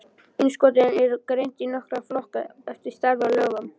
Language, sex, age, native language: Icelandic, male, 11, Icelandic